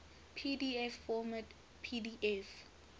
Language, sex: English, female